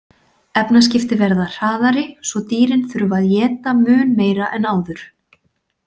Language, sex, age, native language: Icelandic, female, 40-49, Icelandic